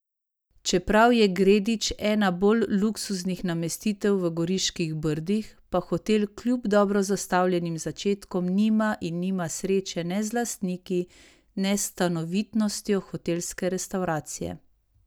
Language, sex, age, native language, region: Slovenian, female, 30-49, Slovenian, Savinja region